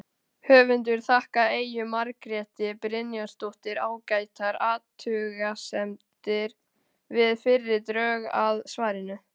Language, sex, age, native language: Icelandic, male, 18-19, Icelandic